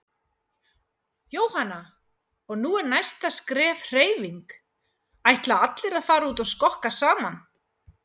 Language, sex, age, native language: Icelandic, female, 40-49, Icelandic